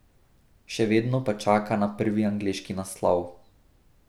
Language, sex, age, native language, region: Slovenian, male, 18-29, Slovenian, Drava region